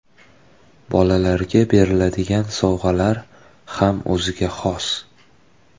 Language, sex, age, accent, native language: Uzbek, male, 18-24, Toshkent viloyati, Uzbek